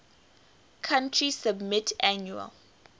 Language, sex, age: English, female, 18